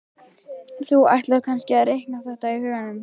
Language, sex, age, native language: Icelandic, male, 11, Icelandic